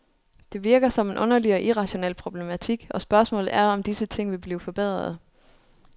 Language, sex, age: Danish, female, 29